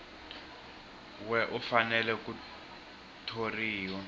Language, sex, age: Tsonga, male, 21